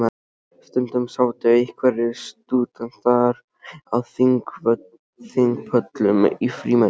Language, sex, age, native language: Icelandic, male, 13, Icelandic